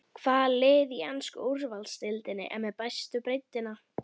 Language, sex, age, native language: Icelandic, female, 11, Icelandic